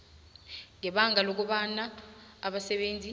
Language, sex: South Ndebele, female